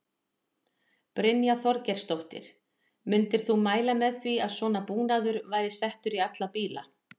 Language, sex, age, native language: Icelandic, female, 40-49, Icelandic